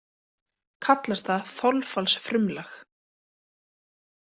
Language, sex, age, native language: Icelandic, female, 20-29, Icelandic